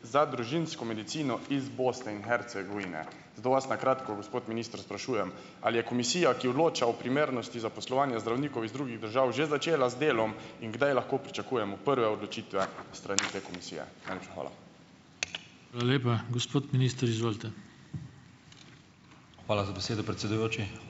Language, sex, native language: Slovenian, male, Slovenian